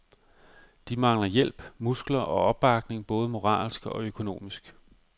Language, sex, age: Danish, male, 45